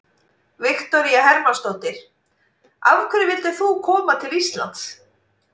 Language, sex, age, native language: Icelandic, female, 40-49, Icelandic